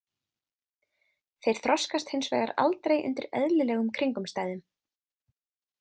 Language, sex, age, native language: Icelandic, female, 20-29, Icelandic